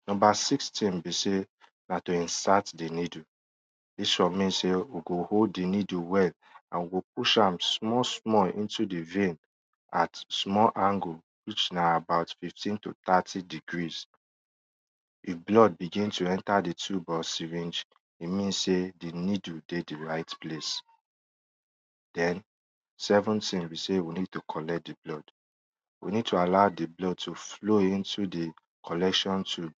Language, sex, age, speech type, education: Nigerian Pidgin, male, 15-29, spontaneous, tertiary